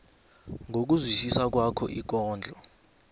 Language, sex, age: South Ndebele, male, 20